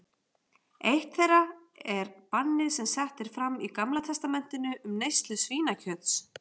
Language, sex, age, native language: Icelandic, female, 40-49, Icelandic